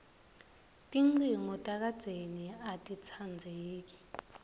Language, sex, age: Swati, female, 21